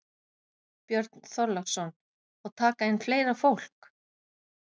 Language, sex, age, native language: Icelandic, female, 50-59, Icelandic